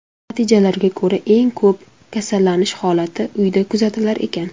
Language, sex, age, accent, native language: Uzbek, female, 19-29, Samarqand, Uzbek